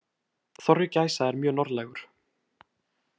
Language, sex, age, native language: Icelandic, male, 18-19, Icelandic